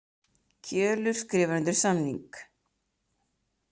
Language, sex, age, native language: Icelandic, female, 30-39, Icelandic